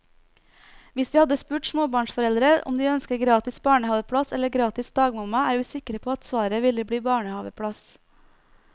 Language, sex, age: Norwegian, female, 29